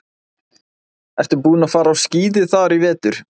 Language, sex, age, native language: Icelandic, male, 20-29, Icelandic